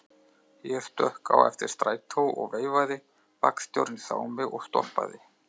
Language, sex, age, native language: Icelandic, male, 30-39, Icelandic